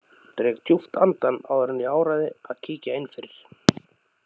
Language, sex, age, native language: Icelandic, male, 30-39, Icelandic